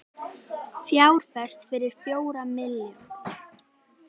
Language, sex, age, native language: Icelandic, female, 18-19, Icelandic